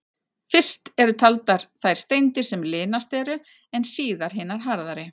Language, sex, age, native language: Icelandic, female, 40-49, Icelandic